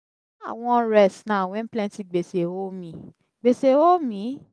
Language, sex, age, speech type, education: Nigerian Pidgin, female, 15-29, spontaneous, tertiary